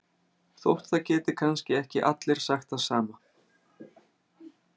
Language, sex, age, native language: Icelandic, male, 30-39, Icelandic